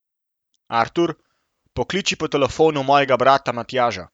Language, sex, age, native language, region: Slovenian, male, 18-29, Slovenian, Central Slovenia